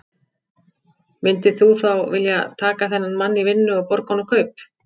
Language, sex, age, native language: Icelandic, female, 50-59, Icelandic